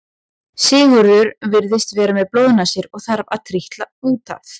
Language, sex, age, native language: Icelandic, female, 20-29, Icelandic